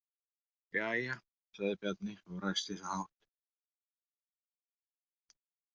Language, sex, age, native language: Icelandic, male, 40-49, Icelandic